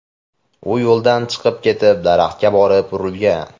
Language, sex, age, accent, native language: Uzbek, male, 18-24, Farg'ona, Uzbek